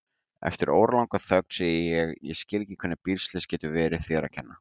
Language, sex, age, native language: Icelandic, male, 18-19, Icelandic